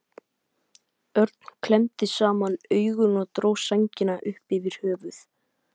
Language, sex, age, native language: Icelandic, male, 12, Icelandic